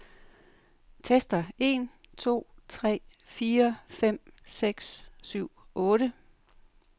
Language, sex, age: Danish, female, 58